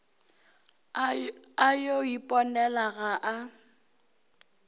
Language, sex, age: Northern Sotho, female, 23